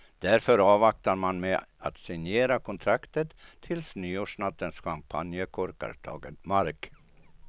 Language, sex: Swedish, male